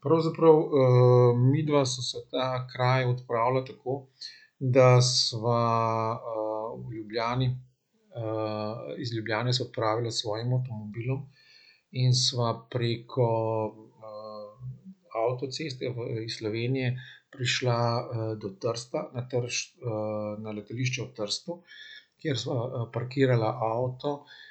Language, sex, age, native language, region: Slovenian, male, 50-59, Slovenian, Central Slovenia